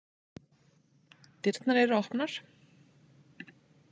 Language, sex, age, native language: Icelandic, female, 30-39, Icelandic